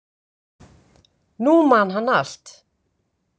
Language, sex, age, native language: Icelandic, female, 50-59, Icelandic